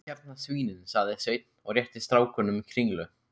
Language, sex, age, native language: Icelandic, male, 15, Icelandic